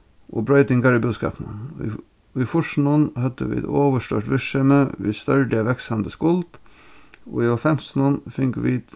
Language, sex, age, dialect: Faroese, male, 36-60, Norðurstreymoy/Eysturoy